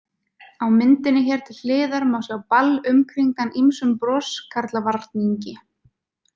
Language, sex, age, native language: Icelandic, female, 20-29, Icelandic